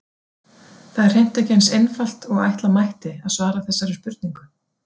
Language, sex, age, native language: Icelandic, female, 40-49, Icelandic